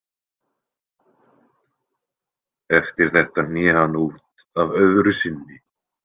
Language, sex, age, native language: Icelandic, male, 20-29, Icelandic